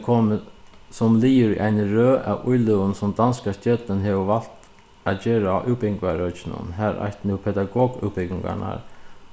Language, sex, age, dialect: Faroese, male, 36-60, Suðuroy